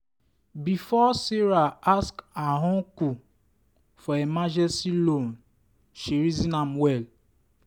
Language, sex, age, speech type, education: Nigerian Pidgin, male, 15-29, spontaneous, tertiary